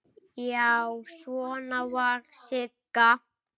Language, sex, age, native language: Icelandic, female, 8, Icelandic